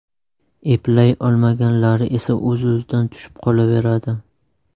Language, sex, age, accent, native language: Uzbek, male, 19-29, Qashqadaryo, Uzbek